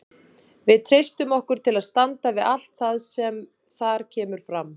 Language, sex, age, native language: Icelandic, female, 30-39, Icelandic